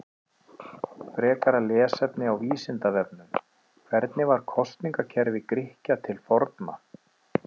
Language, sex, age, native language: Icelandic, male, 30-39, Icelandic